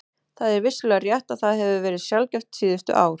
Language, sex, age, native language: Icelandic, female, 30-39, Icelandic